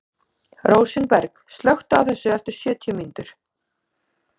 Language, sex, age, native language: Icelandic, female, 30-39, Icelandic